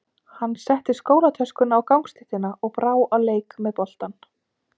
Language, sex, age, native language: Icelandic, female, 30-39, Icelandic